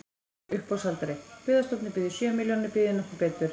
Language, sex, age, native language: Icelandic, female, 14, Icelandic